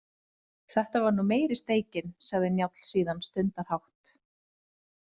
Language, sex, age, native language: Icelandic, female, 20-29, Icelandic